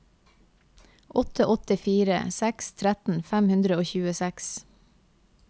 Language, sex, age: Norwegian, female, 28